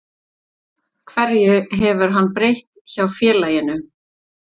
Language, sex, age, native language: Icelandic, female, 40-49, Icelandic